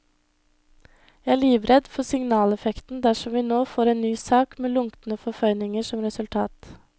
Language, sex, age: Norwegian, female, 21